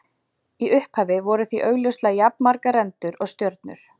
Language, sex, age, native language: Icelandic, female, 40-49, Icelandic